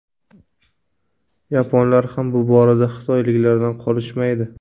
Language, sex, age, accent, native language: Uzbek, male, 25-34, Navoiy, Uzbek